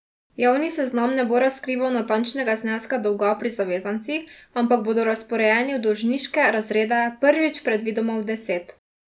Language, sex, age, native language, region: Slovenian, female, 18-29, Slovenian, Drava region